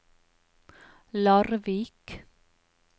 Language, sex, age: Norwegian, female, 44